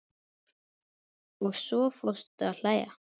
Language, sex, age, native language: Icelandic, female, 10, Icelandic